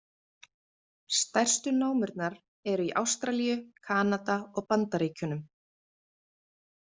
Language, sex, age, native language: Icelandic, female, 30-39, Icelandic